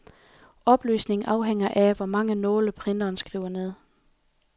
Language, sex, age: Danish, female, 28